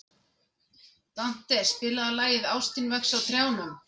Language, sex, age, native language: Icelandic, female, 50-59, Icelandic